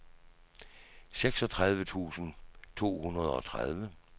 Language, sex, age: Danish, male, 66